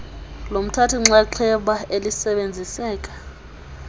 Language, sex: Xhosa, female